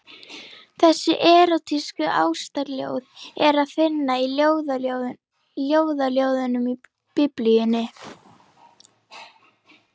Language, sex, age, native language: Icelandic, female, 11, Icelandic